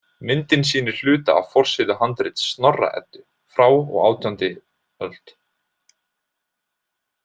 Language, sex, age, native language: Icelandic, male, 20-29, Icelandic